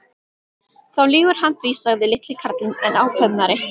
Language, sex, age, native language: Icelandic, female, 12, Icelandic